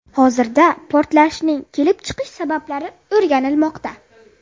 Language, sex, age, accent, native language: Uzbek, female, 30-39, Buxoro, Uzbek